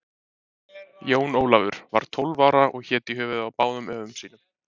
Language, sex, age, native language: Icelandic, male, 30-39, Icelandic